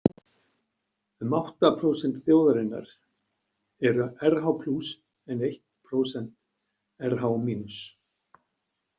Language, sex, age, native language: Icelandic, male, 60-69, Icelandic